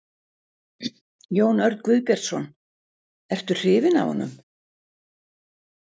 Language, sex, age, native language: Icelandic, female, 60-69, Icelandic